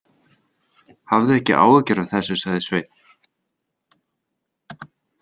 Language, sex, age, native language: Icelandic, male, 30-39, Icelandic